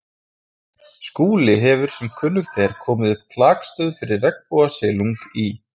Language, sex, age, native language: Icelandic, male, 20-29, Icelandic